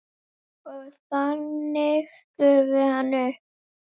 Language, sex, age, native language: Icelandic, female, 7, Icelandic